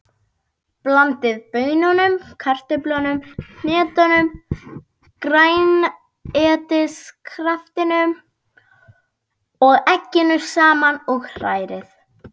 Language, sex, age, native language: Icelandic, female, 12, Icelandic